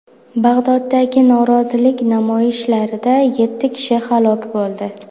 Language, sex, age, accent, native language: Uzbek, female, 19-29, Buxoro, Uzbek